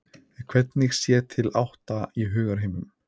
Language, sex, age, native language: Icelandic, male, 30-39, Icelandic